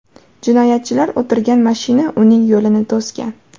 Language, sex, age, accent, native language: Uzbek, female, 18-24, Farg'ona, Uzbek